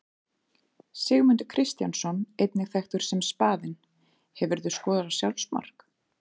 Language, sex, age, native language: Icelandic, female, 30-39, Icelandic